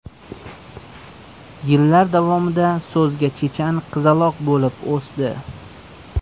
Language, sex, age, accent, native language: Uzbek, male, 25-34, Surxondaryo, Uzbek